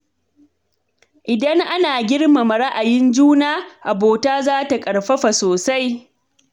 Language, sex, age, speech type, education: Hausa, female, 30-45, read, tertiary